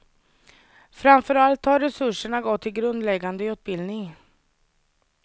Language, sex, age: Swedish, female, 30